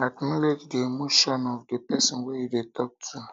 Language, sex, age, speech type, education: Nigerian Pidgin, male, 15-29, spontaneous, tertiary